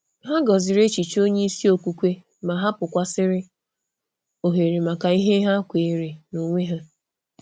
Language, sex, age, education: Igbo, female, 30-45, tertiary